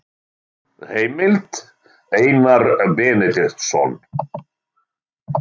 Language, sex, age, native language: Icelandic, male, 60-69, Icelandic